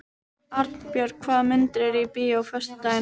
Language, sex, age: Icelandic, female, 12